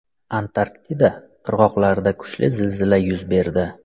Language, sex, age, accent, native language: Uzbek, male, 25-34, Samarqand, Uzbek